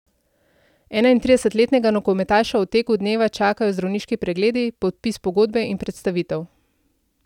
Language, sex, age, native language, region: Slovenian, female, 30-49, Slovenian, Central Slovenia